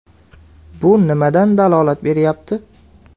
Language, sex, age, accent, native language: Uzbek, male, 18-24, Andijon, Uzbek